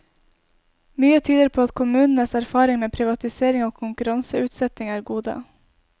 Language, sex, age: Norwegian, female, 20